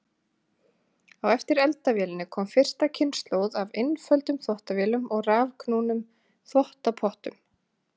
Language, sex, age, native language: Icelandic, female, 30-39, Icelandic